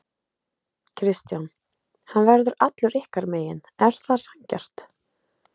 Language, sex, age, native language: Icelandic, female, 30-39, Icelandic